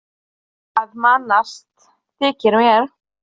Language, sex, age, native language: Icelandic, female, 30-39, Polish